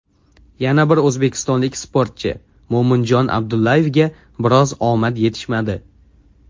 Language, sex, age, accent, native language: Uzbek, male, under 19, Jizzax, Uzbek